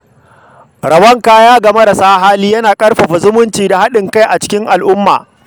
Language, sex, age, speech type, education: Hausa, male, 46-60, read, secondary